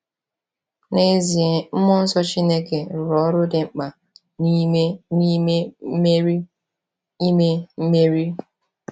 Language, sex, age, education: Igbo, female, 15-29, tertiary